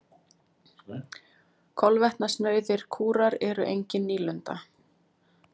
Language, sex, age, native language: Icelandic, female, 40-49, Icelandic